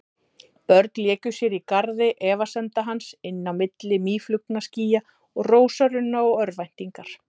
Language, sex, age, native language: Icelandic, female, 30-39, Icelandic